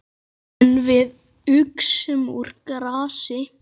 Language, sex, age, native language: Icelandic, male, 9, Icelandic